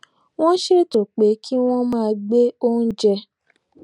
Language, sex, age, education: Yoruba, female, 15-29, tertiary